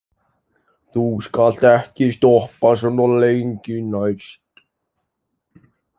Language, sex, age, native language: Icelandic, male, 18-19, Icelandic